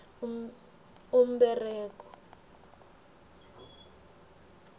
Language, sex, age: South Ndebele, female, 21